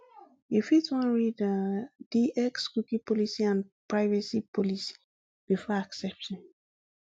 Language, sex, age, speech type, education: Nigerian Pidgin, female, 15-29, spontaneous, tertiary